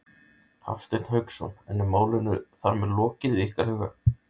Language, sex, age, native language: Icelandic, male, 30-39, Icelandic